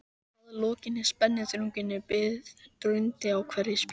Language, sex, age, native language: Icelandic, male, 13, Icelandic